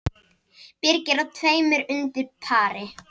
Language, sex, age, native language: Icelandic, female, 30-39, Icelandic